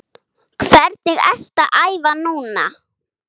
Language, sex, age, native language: Icelandic, female, 8, Icelandic